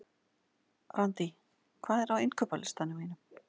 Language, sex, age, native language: Icelandic, female, 40-49, Icelandic